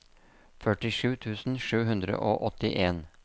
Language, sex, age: Norwegian, male, 57